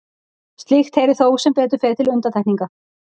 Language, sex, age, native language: Icelandic, female, 40-49, Icelandic